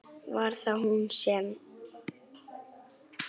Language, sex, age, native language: Icelandic, female, 7, Icelandic